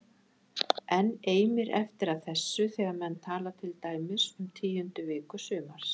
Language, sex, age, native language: Icelandic, female, 60-69, Icelandic